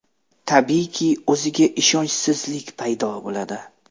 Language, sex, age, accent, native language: Uzbek, male, 25-34, Namangan, Uzbek